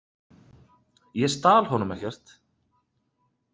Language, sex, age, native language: Icelandic, male, 30-39, Icelandic